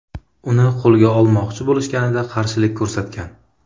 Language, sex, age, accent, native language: Uzbek, male, 25-34, Samarqand, Uzbek